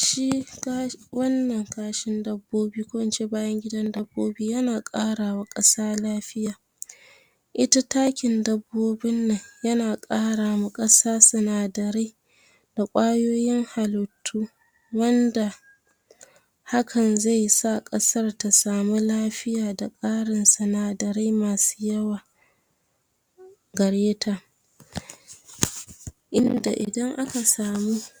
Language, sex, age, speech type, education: Hausa, female, 46-60, spontaneous, tertiary